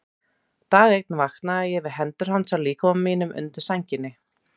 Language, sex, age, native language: Icelandic, female, 30-39, Icelandic